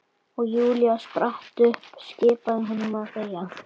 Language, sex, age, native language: Icelandic, female, 12, Icelandic